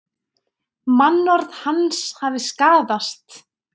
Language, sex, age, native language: Icelandic, female, 20-29, Icelandic